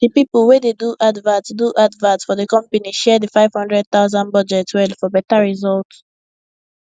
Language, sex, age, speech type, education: Nigerian Pidgin, female, 15-29, spontaneous, secondary